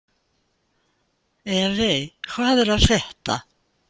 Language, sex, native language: Icelandic, female, Icelandic